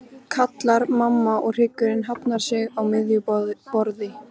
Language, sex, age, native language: Icelandic, female, 13, Icelandic